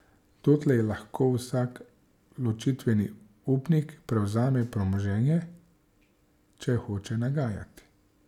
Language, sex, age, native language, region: Slovenian, male, 30-49, Slovenian, Savinja region